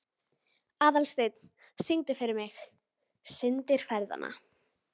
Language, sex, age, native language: Icelandic, female, 12, Icelandic